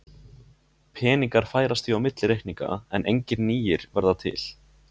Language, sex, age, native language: Icelandic, male, 20-29, Icelandic